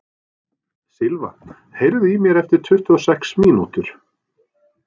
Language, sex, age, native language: Icelandic, male, 40-49, Norwegian